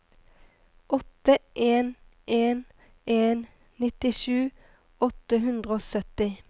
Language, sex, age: Norwegian, female, 23